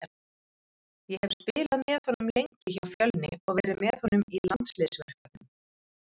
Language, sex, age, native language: Icelandic, female, 30-39, Icelandic